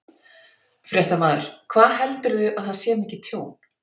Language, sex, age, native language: Icelandic, female, 50-59, Icelandic